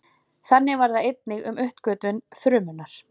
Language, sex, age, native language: Icelandic, female, 40-49, Icelandic